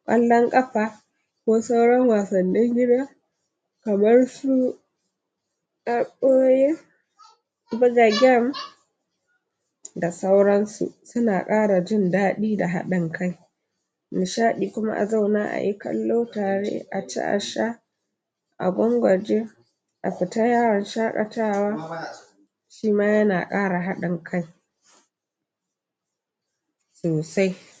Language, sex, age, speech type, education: Hausa, female, 46-60, spontaneous, tertiary